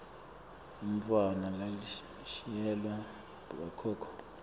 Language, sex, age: Swati, male, 24